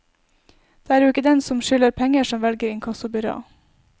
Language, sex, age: Norwegian, female, 20